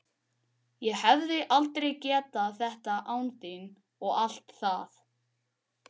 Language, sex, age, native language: Icelandic, male, 12, Icelandic